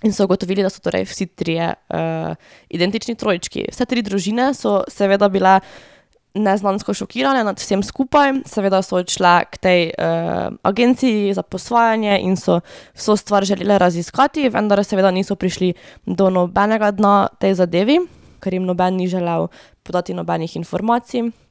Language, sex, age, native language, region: Slovenian, female, 18-29, Slovenian, Drava region